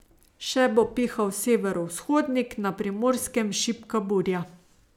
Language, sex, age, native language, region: Slovenian, female, 30-49, Slovenian, Savinja region